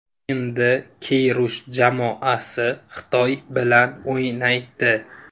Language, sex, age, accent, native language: Uzbek, male, 18-24, Namangan, Uzbek